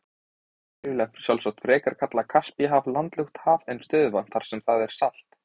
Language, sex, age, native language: Icelandic, male, 20-29, Icelandic